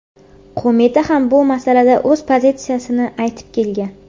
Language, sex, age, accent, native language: Uzbek, female, under 19, Qashqadaryo, Uzbek